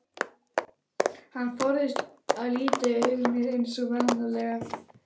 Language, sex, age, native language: Icelandic, female, 11, Icelandic